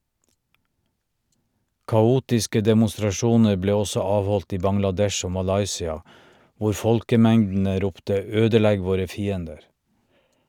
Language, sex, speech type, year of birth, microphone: Norwegian, male, read, 1951, Shure